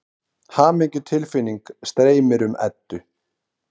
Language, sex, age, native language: Icelandic, male, 30-39, Icelandic